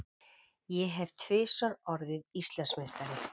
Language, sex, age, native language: Icelandic, female, 40-49, Icelandic